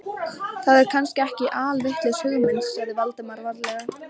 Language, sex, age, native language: Icelandic, female, 13, Icelandic